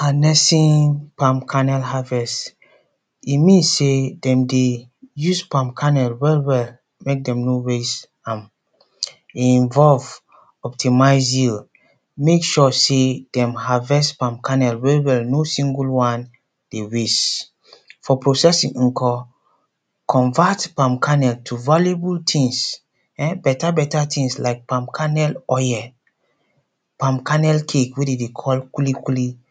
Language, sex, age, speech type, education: Nigerian Pidgin, male, 30-45, spontaneous, secondary